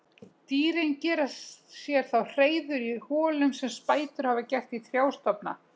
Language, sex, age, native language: Icelandic, female, 60-69, Icelandic